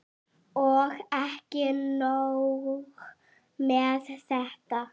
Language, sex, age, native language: Icelandic, female, 8, Icelandic